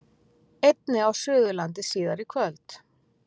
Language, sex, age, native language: Icelandic, female, 40-49, Icelandic